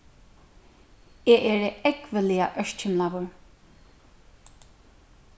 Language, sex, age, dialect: Faroese, female, 36-60, Suðurstreymoy